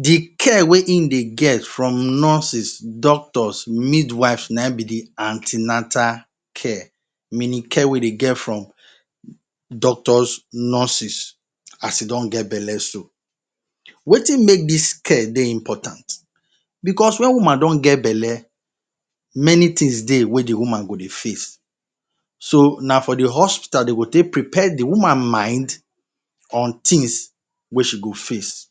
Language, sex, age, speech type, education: Nigerian Pidgin, male, 30-45, spontaneous, tertiary